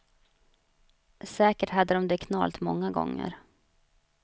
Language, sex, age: Swedish, female, 35